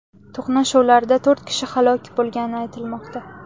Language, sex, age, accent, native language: Uzbek, female, 18-24, Samarqand, Uzbek